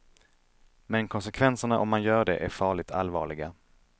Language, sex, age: Swedish, male, 31